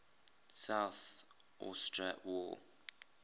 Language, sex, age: English, male, 20